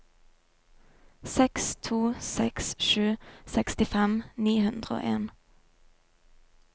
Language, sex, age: Norwegian, female, 22